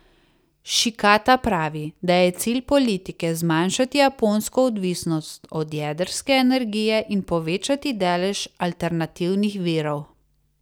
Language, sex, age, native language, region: Slovenian, female, 30-49, Slovenian, Savinja region